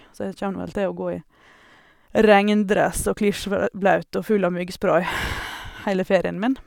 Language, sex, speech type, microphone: Norwegian, female, spontaneous, Sennheiser